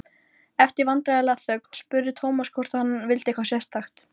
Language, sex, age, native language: Icelandic, female, 12, Icelandic